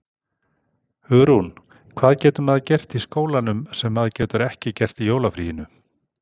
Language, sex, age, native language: Icelandic, male, 60-69, Icelandic